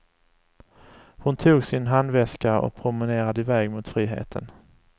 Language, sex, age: Swedish, male, 35